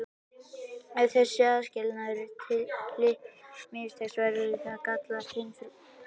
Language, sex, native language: Icelandic, male, Icelandic